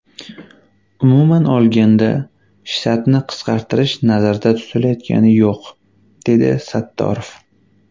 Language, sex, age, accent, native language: Uzbek, male, 19-29, Qashqadaryo, Uzbek